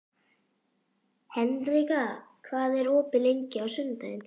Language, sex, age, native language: Icelandic, female, 11, Icelandic